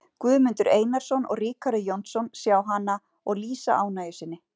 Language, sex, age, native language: Icelandic, female, 40-49, Icelandic